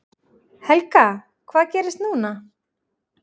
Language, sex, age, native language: Icelandic, male, 9, Icelandic